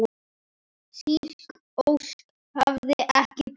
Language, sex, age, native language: Icelandic, male, 10, Icelandic